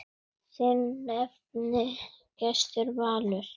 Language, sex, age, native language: Icelandic, female, 9, Icelandic